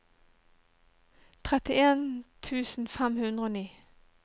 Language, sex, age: Norwegian, female, 37